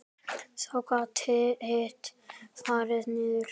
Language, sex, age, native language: Icelandic, male, 10, Icelandic